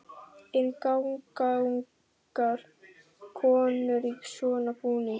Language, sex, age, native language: Icelandic, male, 12, Icelandic